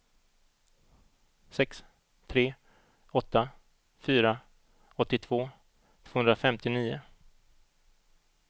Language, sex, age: Swedish, male, 38